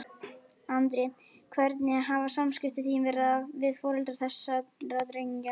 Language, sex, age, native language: Icelandic, female, 11, Icelandic